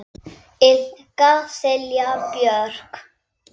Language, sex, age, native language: Icelandic, male, 8, Icelandic